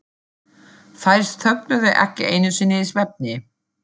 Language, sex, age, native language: Icelandic, female, 40-49, German